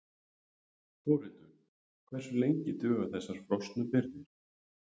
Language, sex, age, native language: Icelandic, male, 30-39, Icelandic